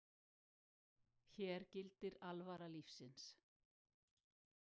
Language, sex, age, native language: Icelandic, female, 60-69, Icelandic